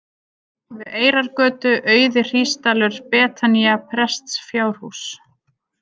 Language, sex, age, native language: Icelandic, female, 30-39, Icelandic